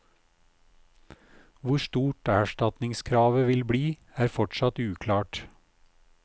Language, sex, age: Norwegian, male, 56